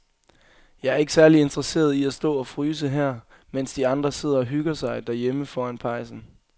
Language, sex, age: Danish, male, 22